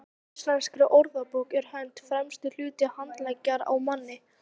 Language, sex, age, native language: Icelandic, female, 18-19, Icelandic